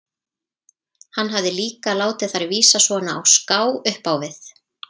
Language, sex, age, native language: Icelandic, female, 30-39, Icelandic